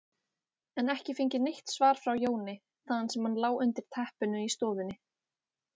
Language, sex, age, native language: Icelandic, female, 18-19, Icelandic